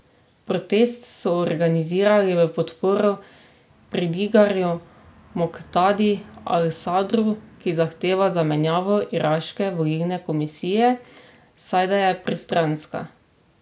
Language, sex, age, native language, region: Slovenian, female, 18-29, Slovenian, Drava region